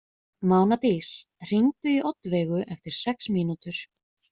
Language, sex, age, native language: Icelandic, female, 20-29, Icelandic